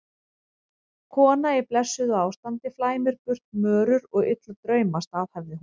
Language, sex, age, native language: Icelandic, female, 30-39, Icelandic